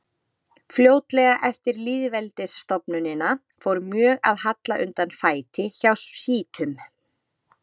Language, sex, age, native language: Icelandic, female, 30-39, Icelandic